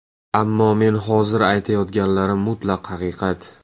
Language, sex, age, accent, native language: Uzbek, male, 18-24, Toshkent shahri, Uzbek